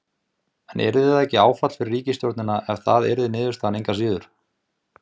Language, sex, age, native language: Icelandic, male, 20-29, Icelandic